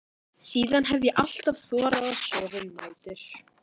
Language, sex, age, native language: Icelandic, female, 12, Icelandic